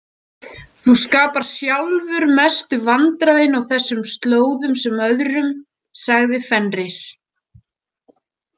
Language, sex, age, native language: Icelandic, female, 40-49, Icelandic